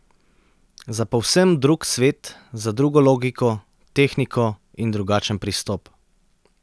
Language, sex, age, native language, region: Slovenian, male, 30-49, Slovenian, Central Slovenia